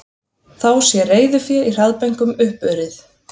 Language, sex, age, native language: Icelandic, female, 30-39, Icelandic